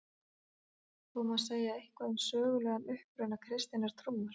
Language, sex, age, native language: Icelandic, female, 40-49, Icelandic